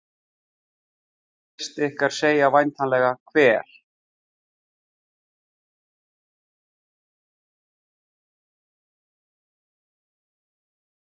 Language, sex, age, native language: Icelandic, male, 50-59, Icelandic